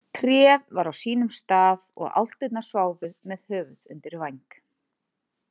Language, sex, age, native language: Icelandic, female, 30-39, Icelandic